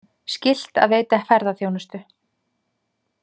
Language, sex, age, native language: Icelandic, female, 30-39, Icelandic